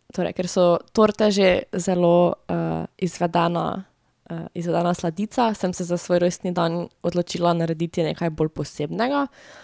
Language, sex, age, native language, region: Slovenian, female, 18-29, Slovenian, Drava region